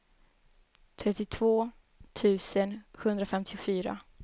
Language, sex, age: Swedish, female, 21